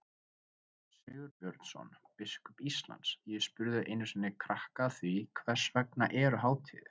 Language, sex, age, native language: Icelandic, male, 20-29, Icelandic